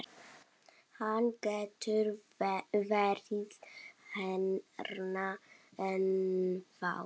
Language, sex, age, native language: Icelandic, female, 7, Icelandic